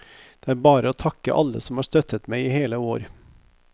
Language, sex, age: Norwegian, male, 50